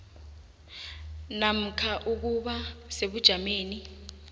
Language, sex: South Ndebele, female